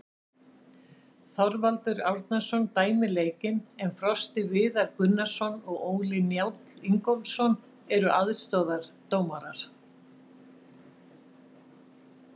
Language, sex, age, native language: Icelandic, female, 60-69, Icelandic